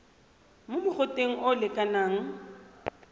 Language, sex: Tswana, female